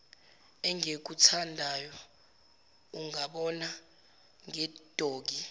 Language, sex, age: Zulu, female, 17